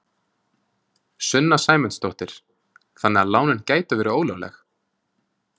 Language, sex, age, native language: Icelandic, male, 20-29, Icelandic